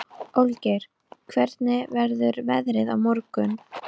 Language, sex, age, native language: Icelandic, female, 12, Icelandic